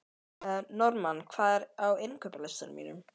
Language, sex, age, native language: Icelandic, female, 12, Icelandic